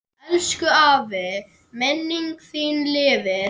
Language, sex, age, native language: Icelandic, male, 10, Icelandic